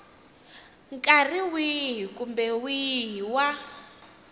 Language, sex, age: Tsonga, female, 19